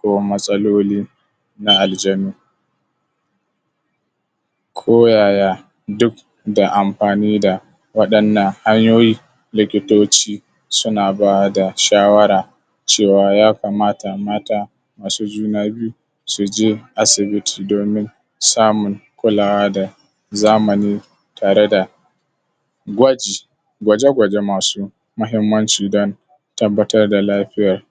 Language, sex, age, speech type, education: Hausa, male, 15-29, spontaneous, tertiary